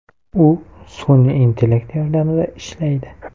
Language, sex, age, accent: Uzbek, male, 18-24, Qoraqalpog'iston